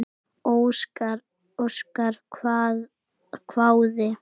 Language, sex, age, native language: Icelandic, male, 8, Icelandic